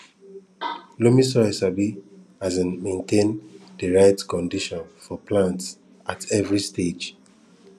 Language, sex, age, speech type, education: Nigerian Pidgin, female, 15-29, spontaneous, tertiary